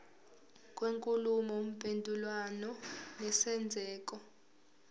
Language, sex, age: Zulu, female, 18